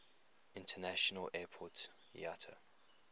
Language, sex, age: English, male, 21